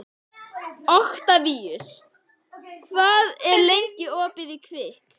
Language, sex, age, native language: Icelandic, male, 11, Icelandic